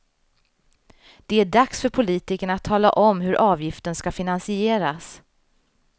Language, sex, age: Swedish, female, 35